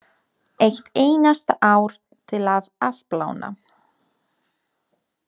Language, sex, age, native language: Icelandic, female, 30-39, Polish